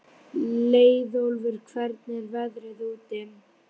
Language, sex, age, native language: Icelandic, female, 12, Icelandic